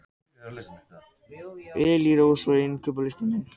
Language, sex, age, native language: Icelandic, other, 60-69, Icelandic